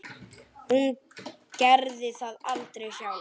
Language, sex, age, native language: Icelandic, male, 8, Icelandic